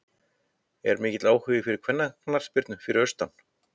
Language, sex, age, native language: Icelandic, male, 50-59, Icelandic